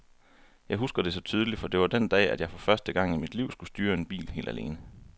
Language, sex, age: Danish, male, 23